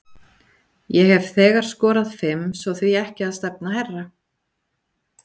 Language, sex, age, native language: Icelandic, female, 40-49, Icelandic